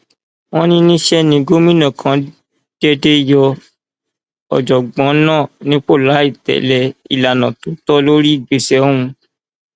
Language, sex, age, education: Yoruba, male, 15-29, tertiary